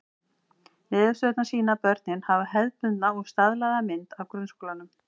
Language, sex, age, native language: Icelandic, female, 40-49, Icelandic